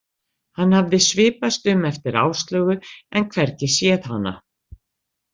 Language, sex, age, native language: Icelandic, female, 60-69, Icelandic